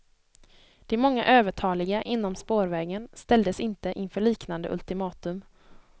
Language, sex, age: Swedish, female, 23